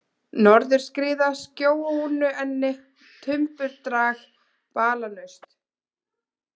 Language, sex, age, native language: Icelandic, female, 20-29, Icelandic